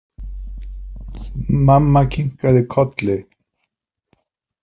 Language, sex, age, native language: Icelandic, male, 50-59, Polish